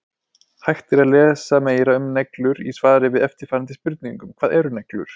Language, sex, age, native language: Icelandic, male, 20-29, Icelandic